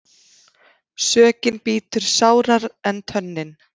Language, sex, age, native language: Icelandic, female, 30-39, Icelandic